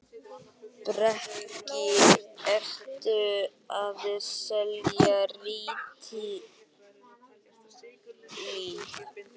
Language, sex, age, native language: Icelandic, male, 8, Icelandic